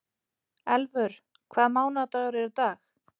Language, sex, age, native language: Icelandic, female, 30-39, Icelandic